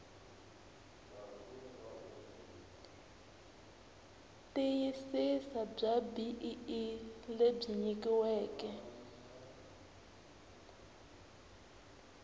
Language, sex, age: Tsonga, female, 24